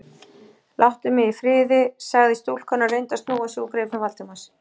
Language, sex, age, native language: Icelandic, female, 40-49, Icelandic